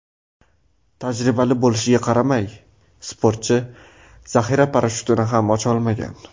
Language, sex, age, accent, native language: Uzbek, male, under 19, Farg'ona, Uzbek